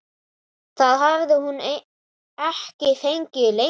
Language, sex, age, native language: Icelandic, male, 11, Icelandic